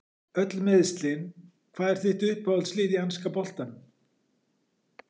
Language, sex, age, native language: Icelandic, male, 40-49, Icelandic